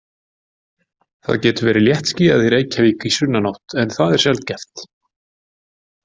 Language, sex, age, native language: Icelandic, male, 40-49, Icelandic